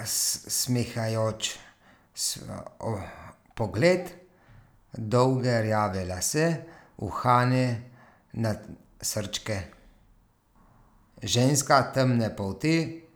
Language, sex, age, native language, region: Slovenian, male, 30-49, Slovenian, Gorica region